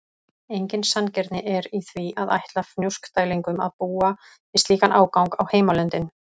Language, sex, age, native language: Icelandic, female, 30-39, Icelandic